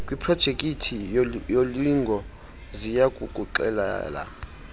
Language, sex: Xhosa, male